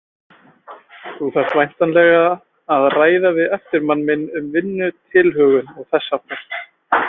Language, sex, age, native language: Icelandic, male, 20-29, Icelandic